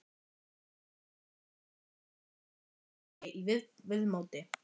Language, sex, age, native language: Icelandic, female, 11, Icelandic